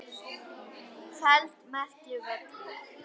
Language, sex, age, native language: Icelandic, female, 10, Icelandic